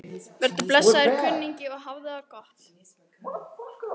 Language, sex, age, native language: Icelandic, female, 14, Icelandic